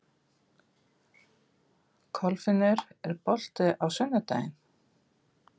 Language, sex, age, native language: Icelandic, female, 50-59, Icelandic